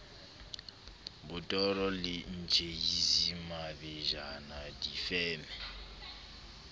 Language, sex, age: Southern Sotho, male, 29